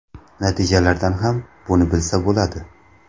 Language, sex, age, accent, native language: Uzbek, male, 19-29, Samarqand, Uzbek